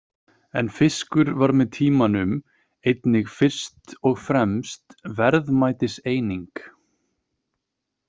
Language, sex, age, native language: Icelandic, male, 30-39, Icelandic